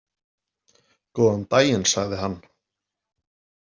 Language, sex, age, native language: Icelandic, male, 40-49, Icelandic